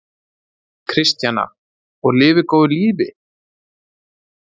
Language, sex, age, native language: Icelandic, male, 30-39, Icelandic